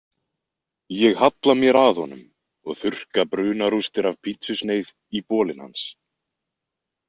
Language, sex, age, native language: Icelandic, male, 20-29, Icelandic